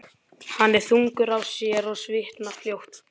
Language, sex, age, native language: Icelandic, male, 12, Icelandic